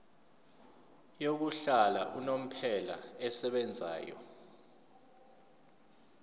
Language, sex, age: Zulu, male, 29